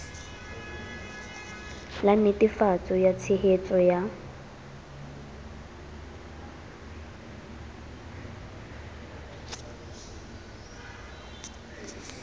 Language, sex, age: Southern Sotho, female, 22